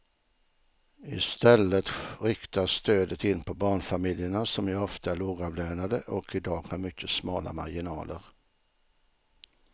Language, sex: Swedish, male